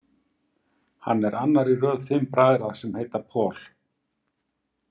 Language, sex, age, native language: Icelandic, male, 50-59, Icelandic